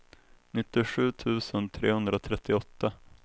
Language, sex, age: Swedish, male, 21